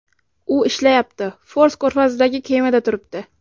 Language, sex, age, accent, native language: Uzbek, female, 18-24, Samarqand, Uzbek